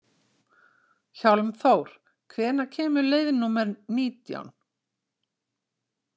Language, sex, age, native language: Icelandic, female, 60-69, Icelandic